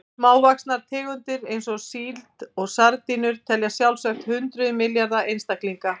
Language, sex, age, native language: Icelandic, female, 50-59, Icelandic